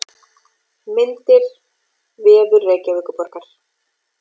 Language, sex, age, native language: Icelandic, female, 40-49, Icelandic